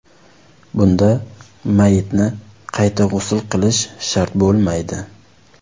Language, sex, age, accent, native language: Uzbek, male, 19-29, Surxondaryo, Uzbek